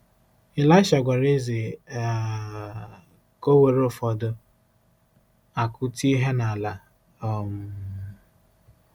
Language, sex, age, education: Igbo, male, 15-29, tertiary